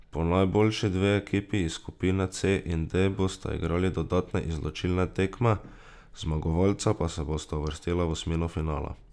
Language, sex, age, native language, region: Slovenian, male, 18-29, Slovenian, Drava region